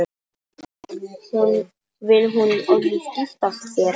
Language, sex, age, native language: Icelandic, female, 10, Polish